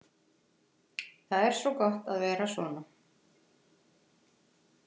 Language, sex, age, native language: Icelandic, female, 50-59, Icelandic